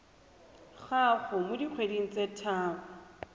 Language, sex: Tswana, female